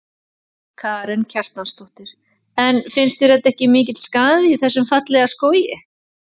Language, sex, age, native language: Icelandic, female, 30-39, Icelandic